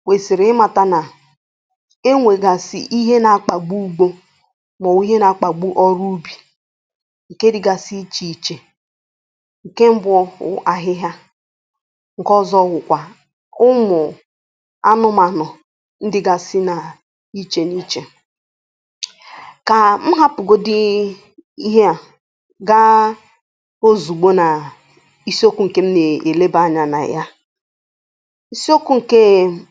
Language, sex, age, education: Igbo, female, 15-29, tertiary